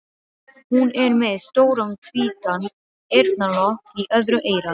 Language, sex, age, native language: Icelandic, female, 12, Icelandic